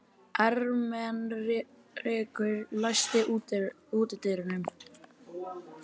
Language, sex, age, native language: Icelandic, male, 30-39, Icelandic